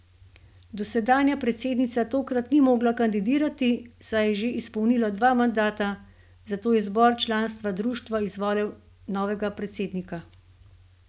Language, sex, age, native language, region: Slovenian, female, 50-59, Slovenian, Gorenjska region